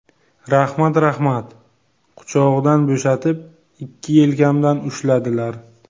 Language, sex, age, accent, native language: Uzbek, male, 18-24, Buxoro, Uzbek